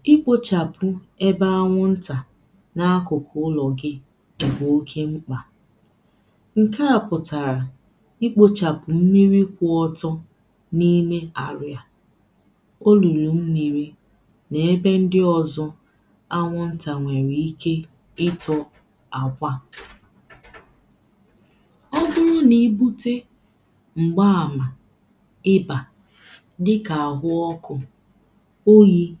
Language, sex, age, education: Igbo, female, 15-29, tertiary